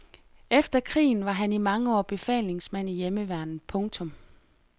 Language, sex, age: Danish, female, 33